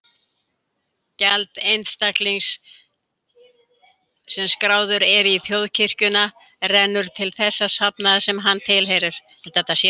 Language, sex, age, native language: Icelandic, female, 70-79, Icelandic